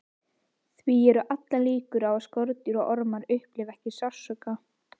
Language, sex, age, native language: Icelandic, female, 18-19, Icelandic